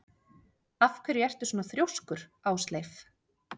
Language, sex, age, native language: Icelandic, female, 30-39, Icelandic